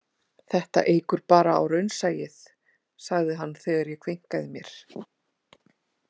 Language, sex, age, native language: Icelandic, female, 30-39, Icelandic